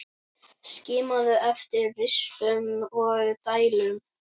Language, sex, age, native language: Icelandic, male, 9, Icelandic